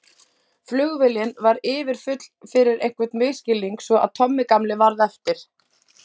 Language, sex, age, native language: Icelandic, female, 30-39, Icelandic